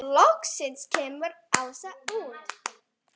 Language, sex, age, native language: Icelandic, female, 10, Icelandic